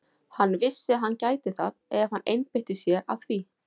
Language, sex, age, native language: Icelandic, female, 40-49, Icelandic